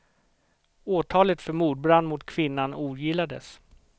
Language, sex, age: Swedish, male, 38